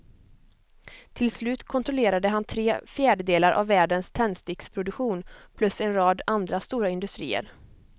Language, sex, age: Swedish, female, 25